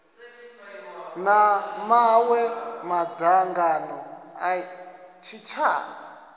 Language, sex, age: Venda, male, 27